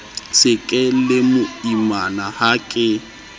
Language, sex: Southern Sotho, male